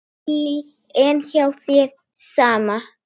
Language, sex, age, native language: Icelandic, female, 8, Icelandic